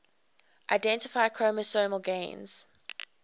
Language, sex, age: English, female, 21